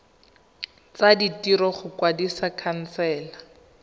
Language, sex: Tswana, female